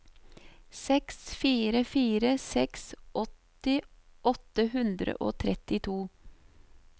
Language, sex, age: Norwegian, female, 38